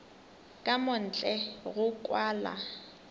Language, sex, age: Northern Sotho, female, 18